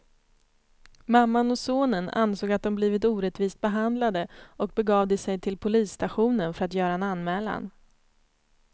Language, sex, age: Swedish, female, 29